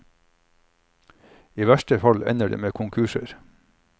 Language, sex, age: Norwegian, male, 45